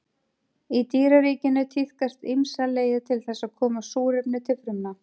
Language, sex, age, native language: Icelandic, female, 30-39, Icelandic